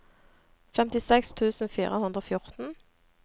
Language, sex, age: Norwegian, female, 26